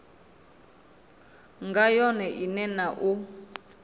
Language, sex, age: Venda, female, 26